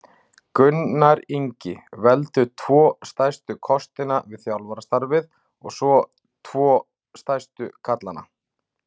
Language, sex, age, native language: Icelandic, male, 40-49, Icelandic